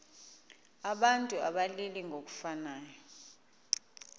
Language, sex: Xhosa, female